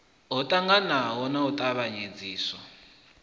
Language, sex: Venda, male